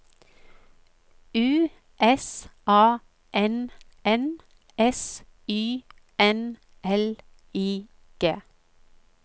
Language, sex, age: Norwegian, female, 45